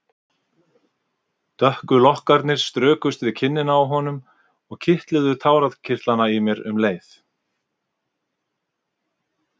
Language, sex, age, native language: Icelandic, male, 50-59, Icelandic